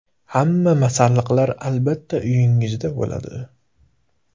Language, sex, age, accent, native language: Uzbek, male, 18-24, Farg'ona, Uzbek